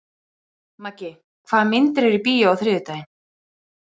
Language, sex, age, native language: Icelandic, female, 20-29, Icelandic